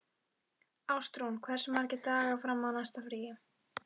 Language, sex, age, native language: Icelandic, female, 12, Icelandic